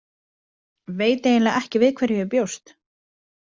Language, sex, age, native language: Icelandic, female, 20-29, Icelandic